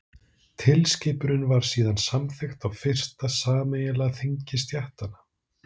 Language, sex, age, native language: Icelandic, male, 30-39, Icelandic